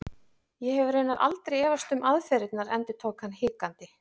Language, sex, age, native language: Icelandic, female, 40-49, Icelandic